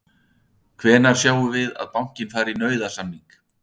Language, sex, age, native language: Icelandic, male, 60-69, Icelandic